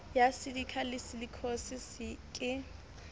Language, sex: Southern Sotho, female